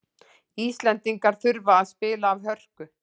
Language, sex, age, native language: Icelandic, female, 40-49, Icelandic